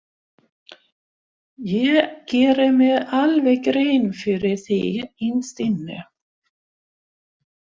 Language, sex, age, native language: Icelandic, female, 60-69, Swedish